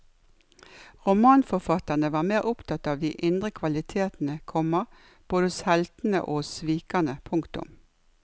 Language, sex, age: Norwegian, female, 56